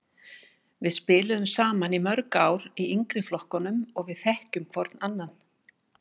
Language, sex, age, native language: Icelandic, female, 60-69, Icelandic